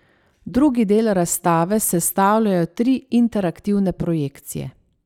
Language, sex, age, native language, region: Slovenian, female, 30-49, Slovenian, Savinja region